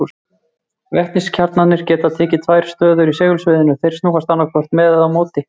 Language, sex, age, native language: Icelandic, male, 40-49, Icelandic